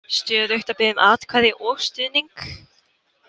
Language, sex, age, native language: Icelandic, female, 18-19, Icelandic